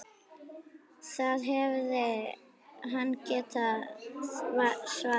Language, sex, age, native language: Icelandic, female, 9, Icelandic